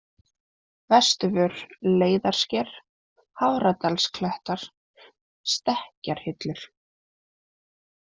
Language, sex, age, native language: Icelandic, female, 20-29, Icelandic